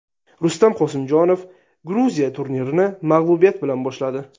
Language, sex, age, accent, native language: Uzbek, male, 19-29, Sirdaryo, Uzbek